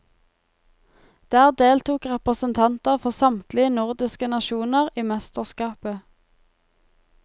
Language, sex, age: Norwegian, female, 23